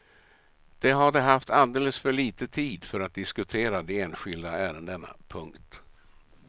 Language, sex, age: Swedish, male, 67